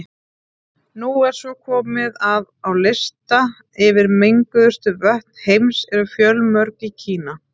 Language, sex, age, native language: Icelandic, female, 30-39, Icelandic